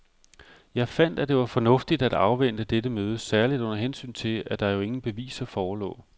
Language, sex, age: Danish, male, 45